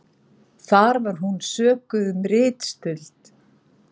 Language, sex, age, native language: Icelandic, female, 40-49, Icelandic